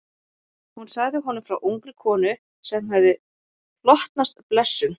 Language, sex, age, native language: Icelandic, female, 20-29, Icelandic